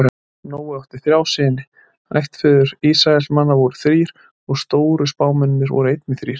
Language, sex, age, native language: Icelandic, male, 30-39, Icelandic